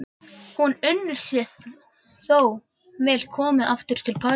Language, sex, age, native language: Icelandic, male, 11, Icelandic